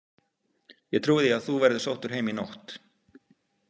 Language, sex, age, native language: Icelandic, male, 50-59, Icelandic